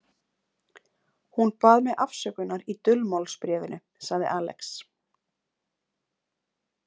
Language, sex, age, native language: Icelandic, female, 20-29, Icelandic